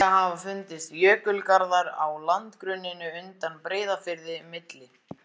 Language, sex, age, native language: Icelandic, other, 14, Icelandic